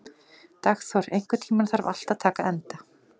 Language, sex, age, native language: Icelandic, female, 40-49, Icelandic